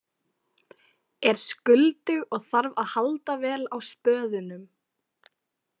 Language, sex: Icelandic, female